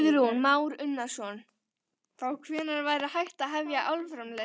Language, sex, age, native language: Icelandic, female, 12, Icelandic